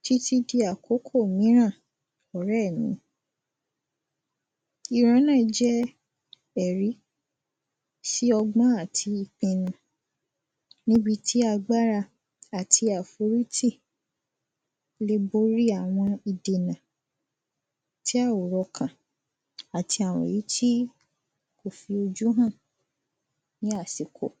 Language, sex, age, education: Yoruba, female, 15-29, secondary